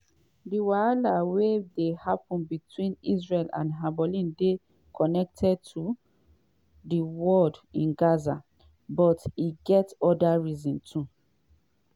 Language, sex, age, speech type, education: Nigerian Pidgin, female, 30-45, spontaneous, tertiary